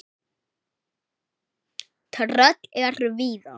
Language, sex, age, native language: Icelandic, male, 8, Icelandic